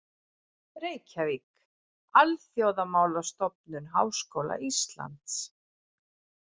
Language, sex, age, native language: Icelandic, female, 40-49, Icelandic